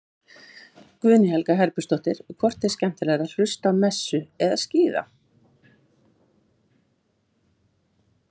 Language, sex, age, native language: Icelandic, female, 50-59, Icelandic